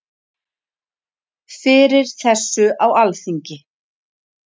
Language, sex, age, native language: Icelandic, female, 40-49, Icelandic